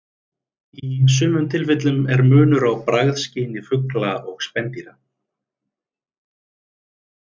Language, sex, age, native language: Icelandic, male, 30-39, Icelandic